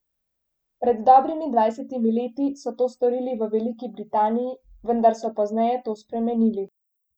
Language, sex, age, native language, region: Slovenian, female, 18-29, Slovenian, Central Slovenia